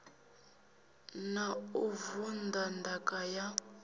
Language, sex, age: Venda, female, 19